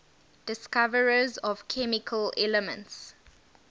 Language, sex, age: English, female, 19